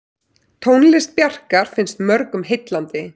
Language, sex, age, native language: Icelandic, female, 30-39, Icelandic